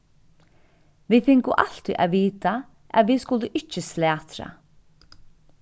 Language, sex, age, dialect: Faroese, female, 36-60, Suðurstreymoy